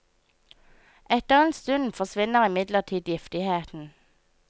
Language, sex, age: Norwegian, female, 24